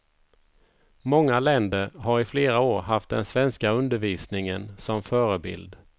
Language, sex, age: Swedish, male, 51